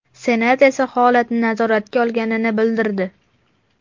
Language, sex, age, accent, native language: Uzbek, male, 12-17, Farg'ona, Uzbek